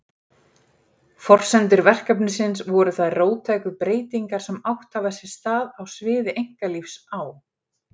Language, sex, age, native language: Icelandic, female, 40-49, Icelandic